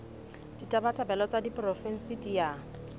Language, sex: Southern Sotho, female